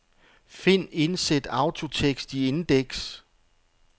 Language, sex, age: Danish, male, 48